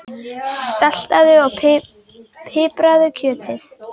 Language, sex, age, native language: Icelandic, female, 10, Icelandic